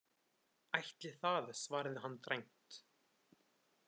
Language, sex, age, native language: Icelandic, male, 20-29, Icelandic